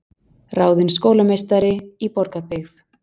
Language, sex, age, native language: Icelandic, female, 40-49, Icelandic